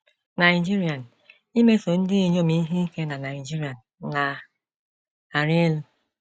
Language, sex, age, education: Igbo, female, 30-45, tertiary